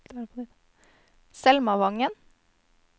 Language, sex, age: Norwegian, female, 22